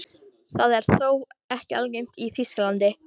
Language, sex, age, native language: Icelandic, female, 18-19, Icelandic